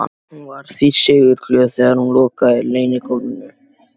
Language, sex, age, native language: Icelandic, male, 12, Icelandic